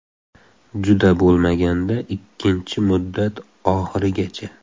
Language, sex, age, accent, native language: Uzbek, male, 18-24, Xorazm, Uzbek